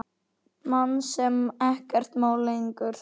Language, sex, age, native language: Icelandic, male, 9, Icelandic